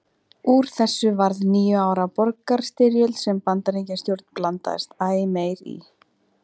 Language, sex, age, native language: Icelandic, female, 20-29, Icelandic